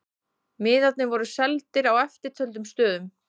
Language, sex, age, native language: Icelandic, female, 20-29, Icelandic